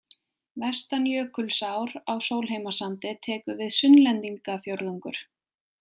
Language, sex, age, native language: Icelandic, female, 20-29, Icelandic